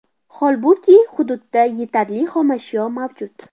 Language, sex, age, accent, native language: Uzbek, female, under 19, Farg'ona, Uzbek